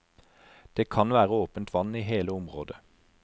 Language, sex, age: Norwegian, male, 43